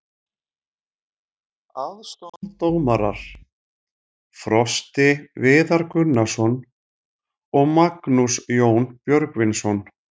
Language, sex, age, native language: Icelandic, male, 40-49, Icelandic